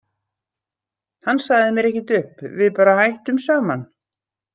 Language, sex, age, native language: Icelandic, female, 60-69, Icelandic